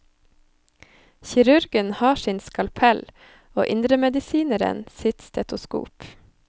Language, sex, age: Norwegian, female, 25